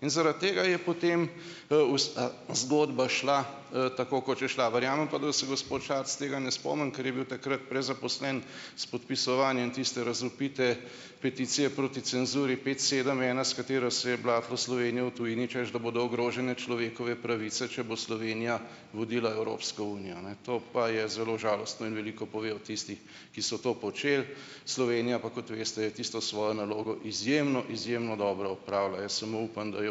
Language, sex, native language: Slovenian, male, Slovenian